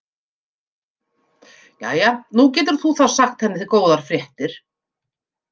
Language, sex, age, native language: Icelandic, female, 50-59, Icelandic